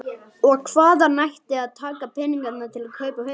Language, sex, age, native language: Icelandic, male, 11, Icelandic